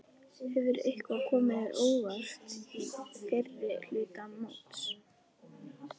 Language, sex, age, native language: Icelandic, female, 11, Icelandic